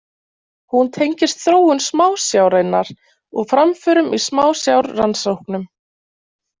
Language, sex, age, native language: Icelandic, female, 20-29, Icelandic